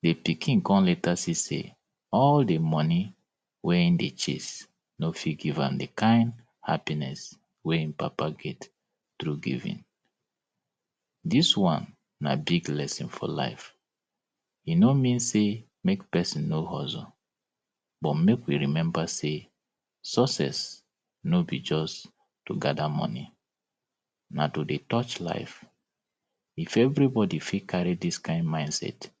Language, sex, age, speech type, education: Nigerian Pidgin, male, 30-45, spontaneous, tertiary